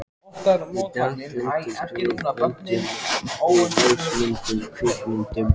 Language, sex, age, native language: Icelandic, male, 14, Icelandic